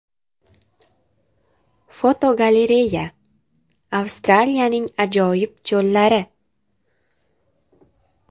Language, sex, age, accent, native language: Uzbek, female, 18-24, Andijon, Uzbek